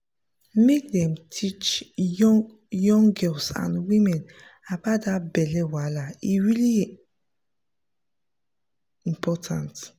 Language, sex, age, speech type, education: Nigerian Pidgin, female, 15-29, spontaneous, tertiary